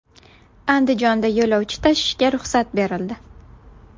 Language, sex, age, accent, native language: Uzbek, female, 19-29, Buxoro, Uzbek